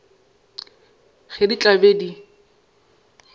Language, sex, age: Northern Sotho, male, 22